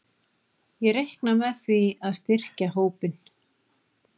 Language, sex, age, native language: Icelandic, female, 40-49, Icelandic